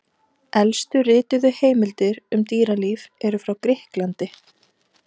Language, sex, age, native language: Icelandic, female, 30-39, Icelandic